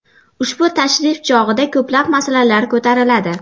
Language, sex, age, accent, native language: Uzbek, female, 12-17, Farg'ona, Uzbek